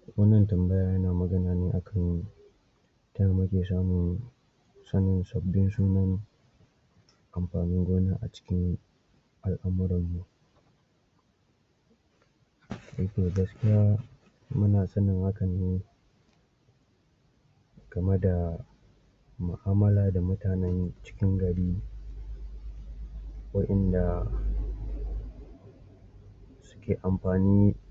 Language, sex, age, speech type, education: Hausa, male, 46-60, spontaneous, tertiary